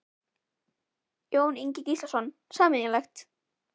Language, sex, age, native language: Icelandic, female, 11, Icelandic